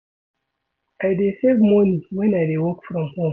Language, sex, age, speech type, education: Nigerian Pidgin, male, 30-45, read, secondary